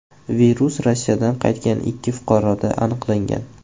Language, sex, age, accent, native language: Uzbek, male, 18-24, Jizzax, Uzbek